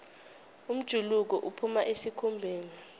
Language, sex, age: South Ndebele, female, 21